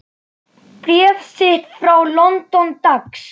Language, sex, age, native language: Icelandic, female, 9, Icelandic